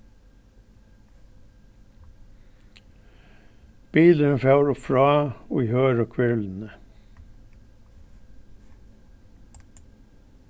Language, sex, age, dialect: Faroese, male, 61+, Norðurstreymoy/Eysturoy